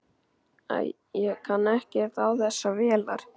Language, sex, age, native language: Icelandic, male, 12, Icelandic